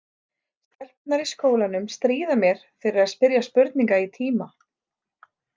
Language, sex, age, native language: Icelandic, female, 30-39, Icelandic